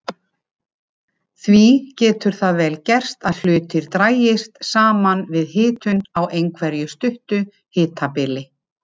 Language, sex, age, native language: Icelandic, female, 50-59, Icelandic